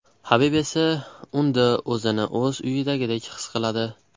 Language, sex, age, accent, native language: Uzbek, male, 12-17, Andijon, Uzbek